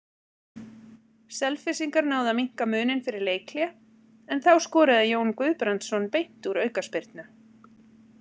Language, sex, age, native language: Icelandic, female, 40-49, Icelandic